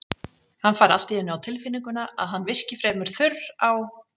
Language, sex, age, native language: Icelandic, female, 40-49, Icelandic